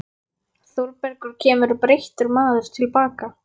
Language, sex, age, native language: Icelandic, female, 11, Icelandic